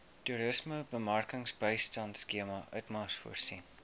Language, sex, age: Afrikaans, male, 19